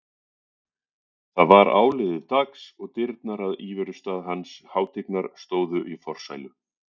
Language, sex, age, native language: Icelandic, male, 40-49, Icelandic